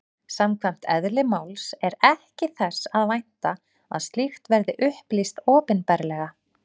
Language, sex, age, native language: Icelandic, female, 40-49, Icelandic